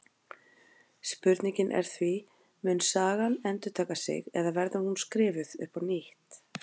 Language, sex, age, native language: Icelandic, female, 40-49, Icelandic